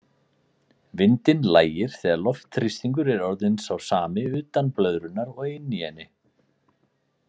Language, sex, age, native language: Icelandic, male, 40-49, Icelandic